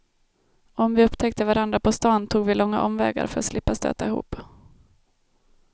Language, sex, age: Swedish, female, 32